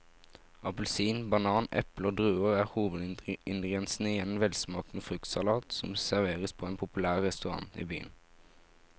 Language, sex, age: Norwegian, male, 17